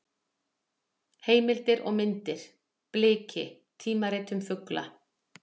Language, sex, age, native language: Icelandic, female, 40-49, Icelandic